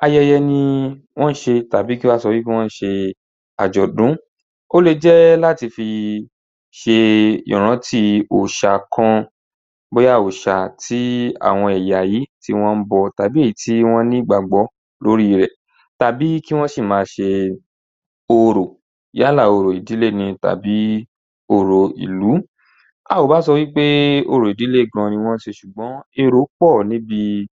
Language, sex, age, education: Yoruba, male, 15-29, tertiary